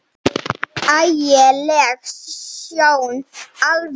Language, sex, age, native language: Icelandic, female, 7, Icelandic